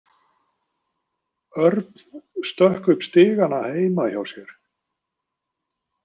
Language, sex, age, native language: Icelandic, male, 50-59, Icelandic